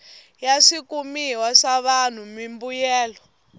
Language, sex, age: Tsonga, female, 18